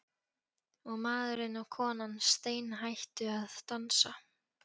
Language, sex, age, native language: Icelandic, female, 14, Polish